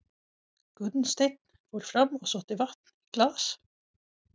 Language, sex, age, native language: Icelandic, female, 40-49, Swedish